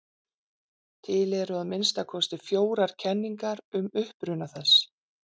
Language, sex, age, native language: Icelandic, female, 40-49, Icelandic